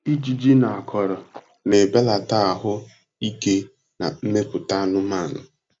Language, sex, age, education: Igbo, male, 15-29, tertiary